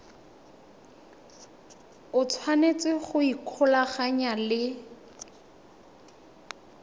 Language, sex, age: Tswana, female, 21